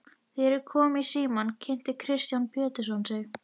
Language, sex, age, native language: Icelandic, female, 13, Icelandic